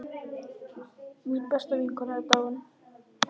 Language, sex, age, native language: Icelandic, male, 10, Icelandic